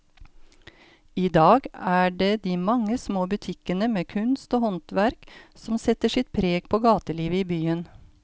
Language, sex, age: Norwegian, female, 53